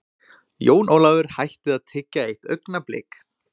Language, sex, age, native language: Icelandic, male, 20-29, Icelandic